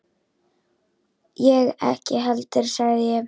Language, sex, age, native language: Icelandic, female, 10, Icelandic